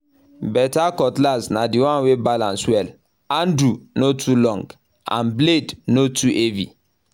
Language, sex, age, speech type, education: Nigerian Pidgin, male, 15-29, spontaneous, tertiary